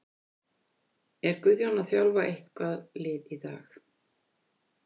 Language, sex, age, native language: Icelandic, female, 50-59, Icelandic